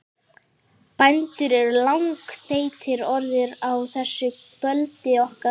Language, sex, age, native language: Icelandic, female, 11, Icelandic